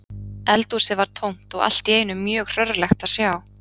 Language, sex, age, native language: Icelandic, female, 30-39, Icelandic